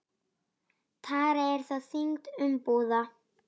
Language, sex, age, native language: Icelandic, female, 9, Icelandic